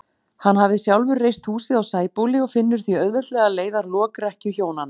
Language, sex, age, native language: Icelandic, female, 40-49, Icelandic